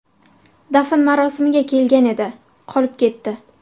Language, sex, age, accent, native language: Uzbek, female, 18-24, Buxoro, Uzbek